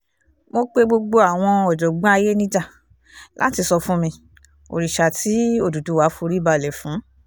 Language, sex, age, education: Yoruba, female, 15-29, tertiary